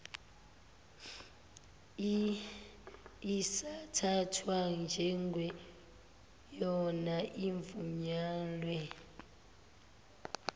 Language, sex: Zulu, female